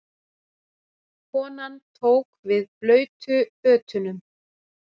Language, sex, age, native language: Icelandic, female, 40-49, Icelandic